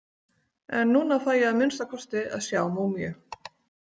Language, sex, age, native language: Icelandic, female, 40-49, Icelandic